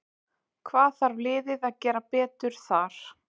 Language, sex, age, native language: Icelandic, female, 20-29, Icelandic